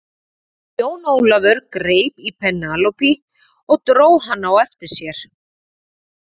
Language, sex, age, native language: Icelandic, female, 40-49, Icelandic